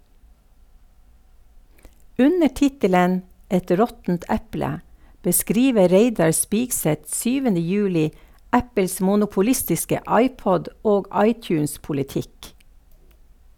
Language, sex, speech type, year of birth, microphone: Norwegian, female, read, 1952, Sennheiser